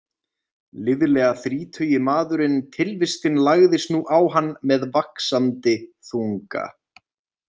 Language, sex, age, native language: Icelandic, male, 20-29, Icelandic